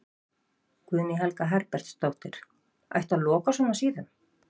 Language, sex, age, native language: Icelandic, female, 50-59, Icelandic